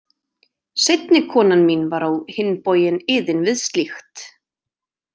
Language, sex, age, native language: Icelandic, female, 30-39, Icelandic